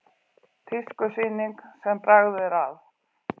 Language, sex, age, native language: Icelandic, female, 40-49, Icelandic